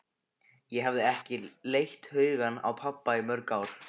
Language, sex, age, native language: Icelandic, male, 15, Icelandic